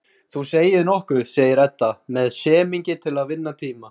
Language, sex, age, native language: Icelandic, male, 20-29, Icelandic